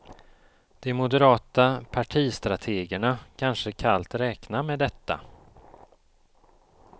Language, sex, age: Swedish, male, 54